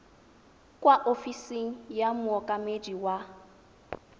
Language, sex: Tswana, female